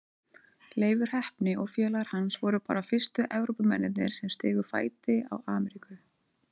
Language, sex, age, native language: Icelandic, female, 30-39, Icelandic